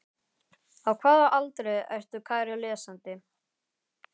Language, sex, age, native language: Icelandic, male, 11, Icelandic